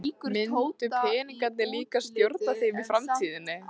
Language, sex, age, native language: Icelandic, female, 13, Icelandic